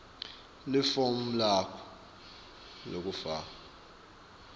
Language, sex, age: Swati, male, 24